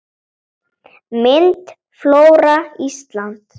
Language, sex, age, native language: Icelandic, female, 7, Icelandic